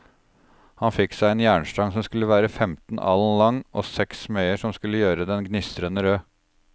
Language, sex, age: Norwegian, male, 36